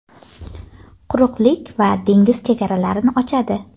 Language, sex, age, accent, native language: Uzbek, female, 19-29, Jizzax, Uzbek